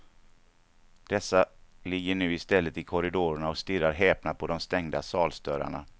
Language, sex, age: Swedish, male, 49